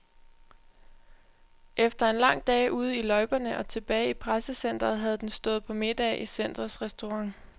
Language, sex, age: Danish, female, 20